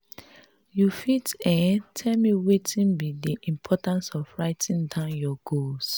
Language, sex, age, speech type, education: Nigerian Pidgin, female, 30-45, spontaneous, tertiary